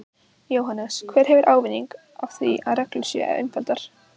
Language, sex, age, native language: Icelandic, female, 15, Icelandic